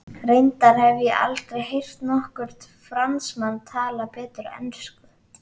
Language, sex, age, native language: Icelandic, female, 11, Icelandic